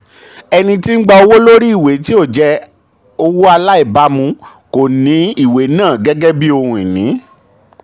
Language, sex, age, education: Yoruba, male, 30-45, tertiary